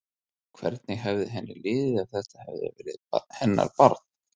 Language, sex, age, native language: Icelandic, male, 30-39, Icelandic